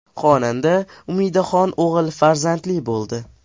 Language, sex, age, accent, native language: Uzbek, male, 12-17, Farg'ona, Uzbek